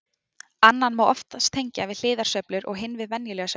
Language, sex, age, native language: Icelandic, female, 20-29, Icelandic